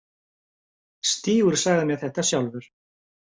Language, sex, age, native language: Icelandic, male, 50-59, Icelandic